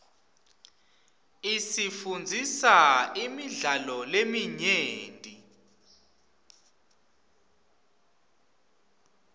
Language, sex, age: Swati, male, 25